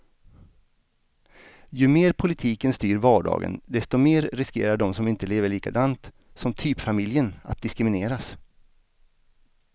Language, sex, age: Swedish, male, 49